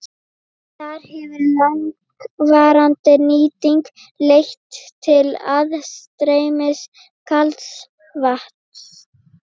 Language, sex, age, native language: Icelandic, female, 12, Icelandic